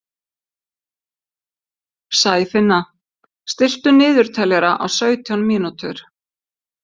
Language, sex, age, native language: Icelandic, female, 50-59, Icelandic